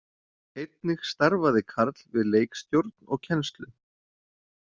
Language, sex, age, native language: Icelandic, male, 40-49, Icelandic